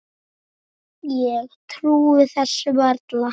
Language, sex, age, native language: Icelandic, female, 7, Icelandic